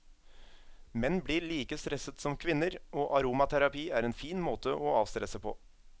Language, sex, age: Norwegian, male, 27